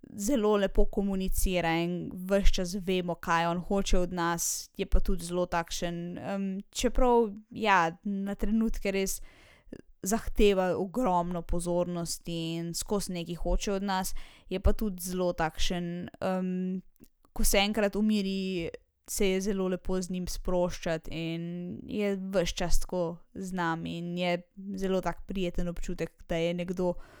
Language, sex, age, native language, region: Slovenian, female, 18-29, Slovenian, Zasavska region